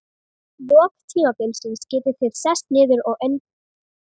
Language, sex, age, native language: Icelandic, female, 13, Icelandic